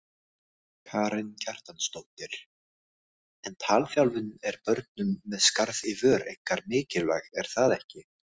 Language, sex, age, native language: Icelandic, other, 18-19, Icelandic